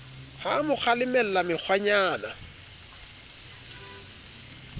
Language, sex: Southern Sotho, male